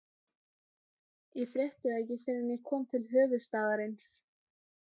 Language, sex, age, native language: Icelandic, female, 17, Icelandic